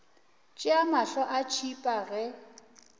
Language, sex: Northern Sotho, female